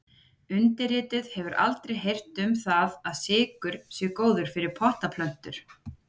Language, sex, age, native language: Icelandic, female, 30-39, Icelandic